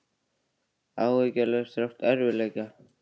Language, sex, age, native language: Icelandic, male, 18-19, Icelandic